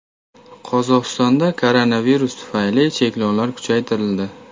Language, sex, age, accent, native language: Uzbek, male, 18-24, Toshkent viloyati, Uzbek